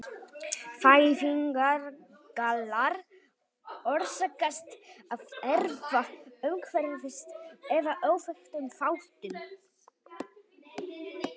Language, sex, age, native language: Icelandic, female, 18-19, Icelandic